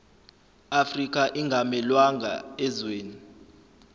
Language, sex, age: Zulu, male, 25